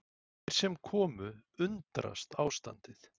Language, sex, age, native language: Icelandic, male, 40-49, Icelandic